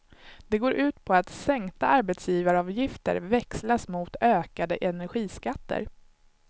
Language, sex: Swedish, male